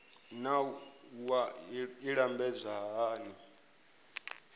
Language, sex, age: Venda, male, 22